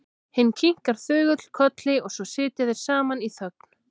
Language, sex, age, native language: Icelandic, female, 16, Icelandic